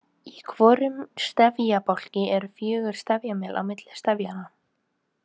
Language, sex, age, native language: Icelandic, female, 18-19, Icelandic